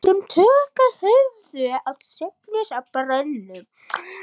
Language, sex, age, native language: Icelandic, male, 11, Icelandic